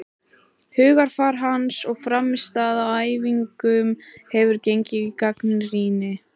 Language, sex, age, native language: Icelandic, female, 18-19, Icelandic